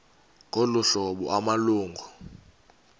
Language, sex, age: Xhosa, male, 32